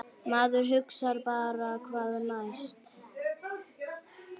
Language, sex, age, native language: Icelandic, female, 9, Icelandic